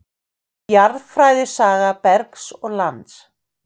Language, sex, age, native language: Icelandic, female, 50-59, Icelandic